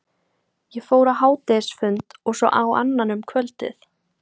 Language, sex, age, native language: Icelandic, female, 18-19, Icelandic